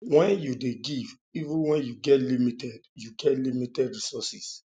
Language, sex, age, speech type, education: Nigerian Pidgin, male, 30-45, spontaneous, tertiary